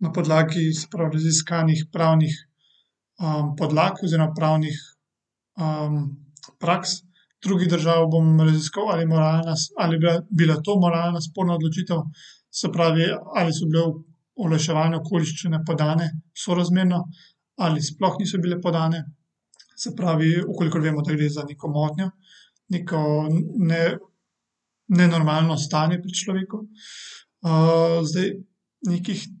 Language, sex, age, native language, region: Slovenian, male, 18-29, Slovenian, Central Slovenia